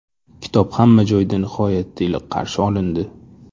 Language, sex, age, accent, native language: Uzbek, male, 25-34, Toshkent shahri, Uzbek